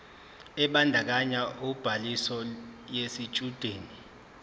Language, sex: Zulu, male